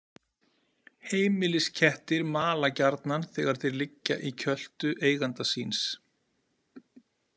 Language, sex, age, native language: Icelandic, male, 40-49, Icelandic